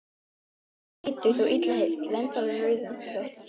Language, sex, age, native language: Icelandic, female, 12, Icelandic